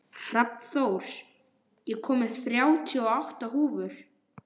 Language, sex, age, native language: Icelandic, male, 12, Icelandic